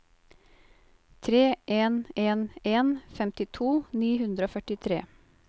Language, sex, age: Norwegian, female, 28